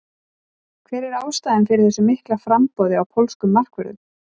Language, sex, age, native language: Icelandic, female, 40-49, Icelandic